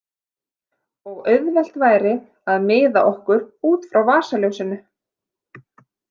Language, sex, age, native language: Icelandic, female, 30-39, Icelandic